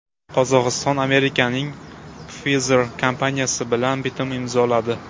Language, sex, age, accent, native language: Uzbek, male, 18-24, Buxoro, Uzbek